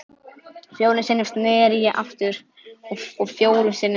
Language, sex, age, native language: Icelandic, male, 11, Icelandic